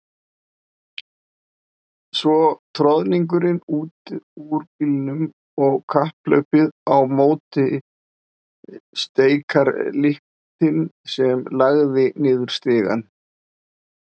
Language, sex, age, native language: Icelandic, male, 50-59, Icelandic